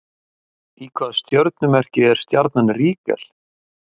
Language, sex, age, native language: Icelandic, male, 50-59, Icelandic